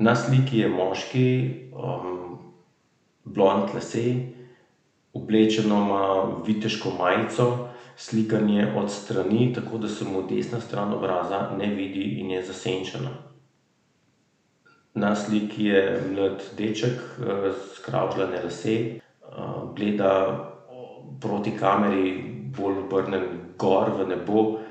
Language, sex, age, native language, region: Slovenian, male, 30-49, Slovenian, Central Slovenia